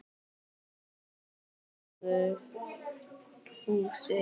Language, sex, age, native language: Icelandic, male, 9, Icelandic